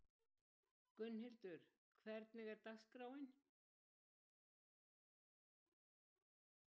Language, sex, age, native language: Icelandic, female, 70-79, Icelandic